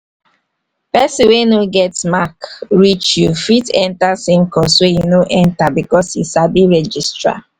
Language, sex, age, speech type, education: Nigerian Pidgin, female, 15-29, spontaneous, tertiary